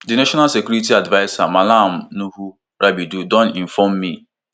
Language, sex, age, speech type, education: Nigerian Pidgin, male, 15-29, spontaneous, tertiary